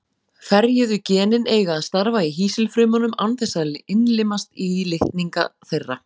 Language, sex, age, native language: Icelandic, female, 40-49, Icelandic